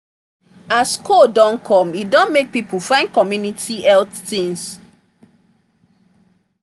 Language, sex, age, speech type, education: Nigerian Pidgin, female, 30-45, spontaneous, tertiary